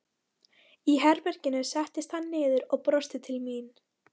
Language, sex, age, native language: Icelandic, female, 13, Icelandic